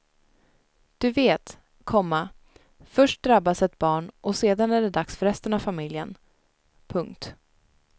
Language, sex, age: Swedish, female, 19